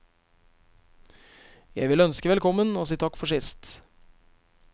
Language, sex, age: Norwegian, male, 23